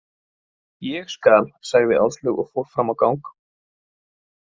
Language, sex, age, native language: Icelandic, male, 20-29, Icelandic